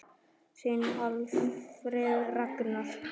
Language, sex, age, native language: Icelandic, male, 10, Icelandic